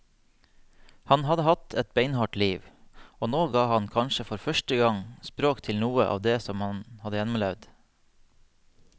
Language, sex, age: Norwegian, male, 30